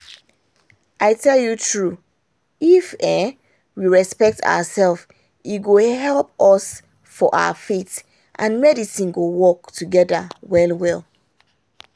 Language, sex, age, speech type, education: Nigerian Pidgin, female, 30-45, spontaneous, tertiary